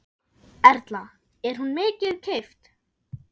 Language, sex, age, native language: Icelandic, female, 10, German